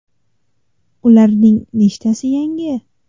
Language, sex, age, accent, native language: Uzbek, female, 18-24, Namangan, Uzbek